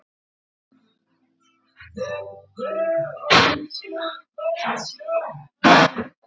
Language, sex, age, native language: Icelandic, female, 50-59, Icelandic